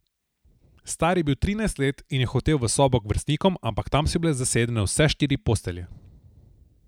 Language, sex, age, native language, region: Slovenian, male, 18-29, Slovenian, Southeast Slovenia